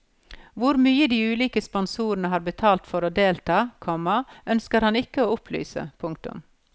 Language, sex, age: Norwegian, female, 54